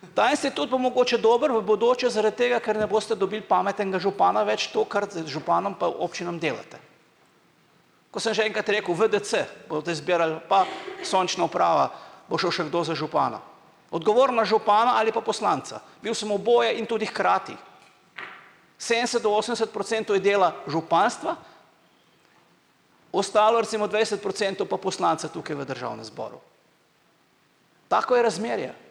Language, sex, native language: Slovenian, male, Slovenian